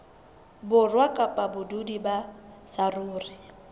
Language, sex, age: Southern Sotho, female, 22